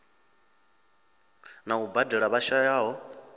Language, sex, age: Venda, male, 26